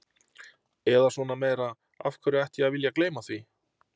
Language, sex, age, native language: Icelandic, male, 30-39, Icelandic